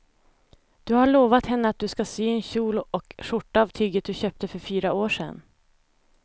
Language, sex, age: Swedish, female, 25